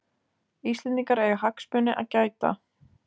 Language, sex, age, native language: Icelandic, female, 20-29, Icelandic